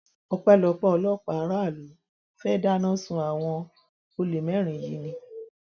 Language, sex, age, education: Yoruba, female, 60+, tertiary